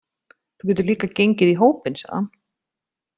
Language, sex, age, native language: Icelandic, female, 30-39, Icelandic